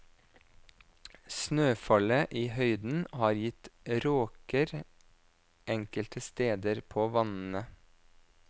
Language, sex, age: Norwegian, male, 26